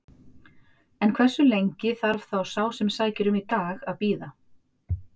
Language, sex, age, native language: Icelandic, female, 40-49, Icelandic